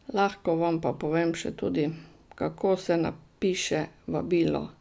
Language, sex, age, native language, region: Slovenian, female, 60+, Slovenian, Drava region